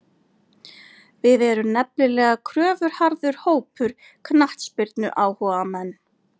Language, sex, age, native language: Icelandic, female, 40-49, Icelandic